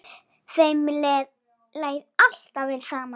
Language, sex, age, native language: Icelandic, female, 7, Icelandic